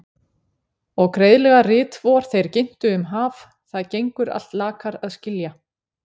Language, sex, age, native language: Icelandic, female, 40-49, Icelandic